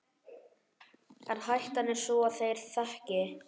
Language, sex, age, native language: Icelandic, male, 11, Icelandic